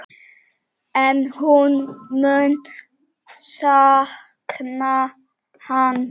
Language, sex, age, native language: Icelandic, male, 8, Czech